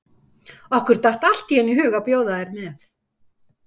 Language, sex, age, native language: Icelandic, female, 50-59, Icelandic